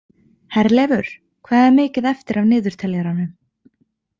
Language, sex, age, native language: Icelandic, female, 20-29, Icelandic